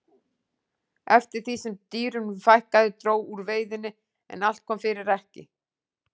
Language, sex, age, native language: Icelandic, female, 40-49, Icelandic